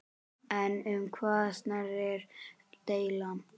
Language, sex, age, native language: Icelandic, male, 10, Icelandic